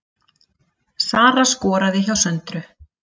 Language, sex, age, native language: Icelandic, female, 30-39, Icelandic